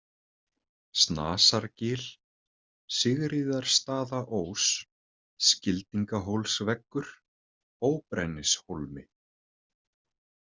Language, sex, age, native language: Icelandic, male, 30-39, Icelandic